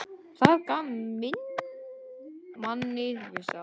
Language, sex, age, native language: Icelandic, male, 10, Icelandic